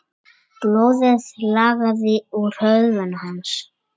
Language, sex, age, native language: Icelandic, male, 7, Icelandic